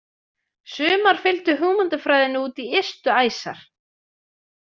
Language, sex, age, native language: Icelandic, female, 20-29, Icelandic